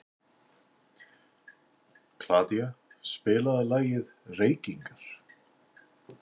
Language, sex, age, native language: Icelandic, male, 60-69, Icelandic